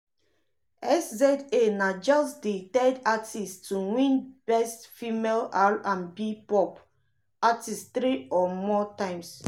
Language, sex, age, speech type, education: Nigerian Pidgin, female, 30-45, spontaneous, tertiary